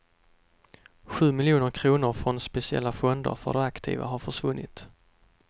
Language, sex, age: Swedish, male, 32